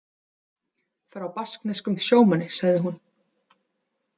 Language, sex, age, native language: Icelandic, female, 30-39, Icelandic